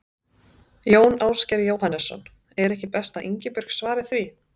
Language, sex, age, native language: Icelandic, female, 30-39, Icelandic